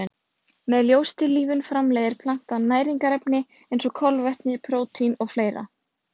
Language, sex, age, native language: Icelandic, female, 20-29, Icelandic